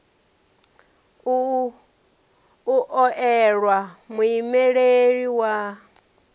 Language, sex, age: Venda, female, 34